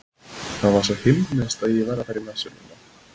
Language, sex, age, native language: Icelandic, male, 20-29, Icelandic